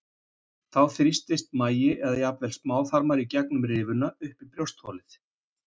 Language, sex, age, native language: Icelandic, male, 50-59, Icelandic